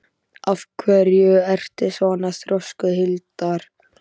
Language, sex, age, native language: Icelandic, male, 13, Icelandic